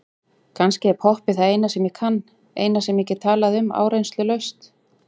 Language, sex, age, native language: Icelandic, female, 40-49, Icelandic